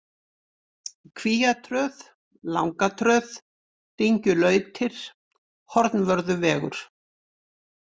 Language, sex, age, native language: Icelandic, female, 60-69, Icelandic